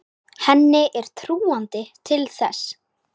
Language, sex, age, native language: Icelandic, female, 10, Icelandic